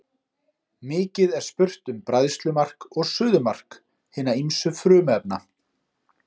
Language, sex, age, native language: Icelandic, male, 30-39, Icelandic